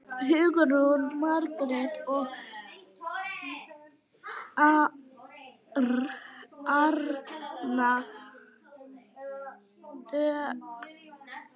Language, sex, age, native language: Icelandic, female, 9, Icelandic